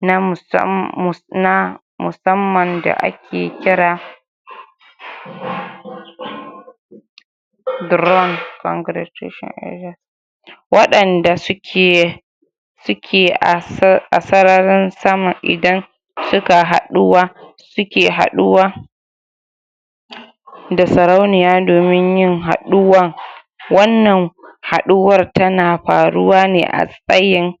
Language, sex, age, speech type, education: Hausa, female, 46-60, spontaneous, tertiary